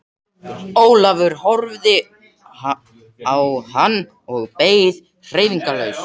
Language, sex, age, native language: Icelandic, male, 80-89, Swedish